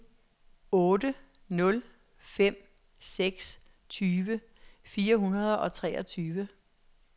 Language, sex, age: Danish, female, 66